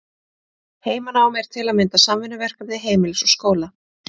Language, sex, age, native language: Icelandic, female, 30-39, Icelandic